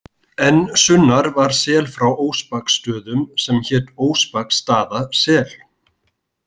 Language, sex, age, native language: Icelandic, male, 40-49, Icelandic